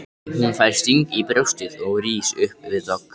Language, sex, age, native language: Icelandic, male, 13, Icelandic